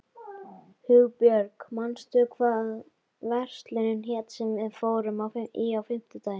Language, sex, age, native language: Icelandic, female, 12, Icelandic